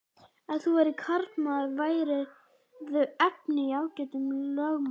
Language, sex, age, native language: Icelandic, male, 11, Icelandic